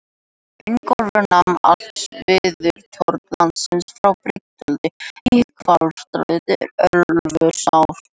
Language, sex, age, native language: Icelandic, other, 18-19, Icelandic